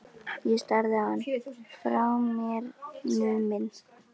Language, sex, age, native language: Icelandic, female, 11, Icelandic